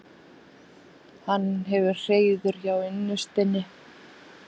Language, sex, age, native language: Icelandic, female, 50-59, Icelandic